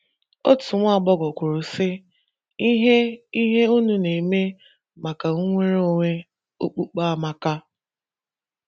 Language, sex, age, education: Igbo, female, 15-29, tertiary